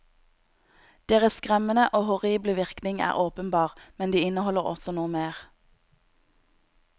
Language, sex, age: Norwegian, female, 26